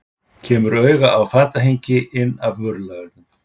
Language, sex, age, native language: Icelandic, male, 50-59, Icelandic